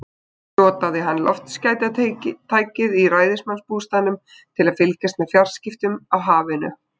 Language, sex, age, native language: Icelandic, female, 20-29, Icelandic